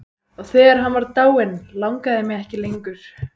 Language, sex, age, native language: Icelandic, female, 12, Icelandic